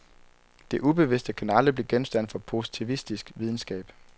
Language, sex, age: Danish, male, 23